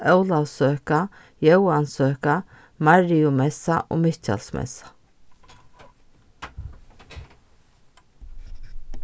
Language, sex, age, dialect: Faroese, female, 36-60, Norðurstreymoy/Eysturoy